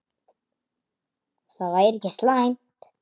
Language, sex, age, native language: Icelandic, female, 8, Icelandic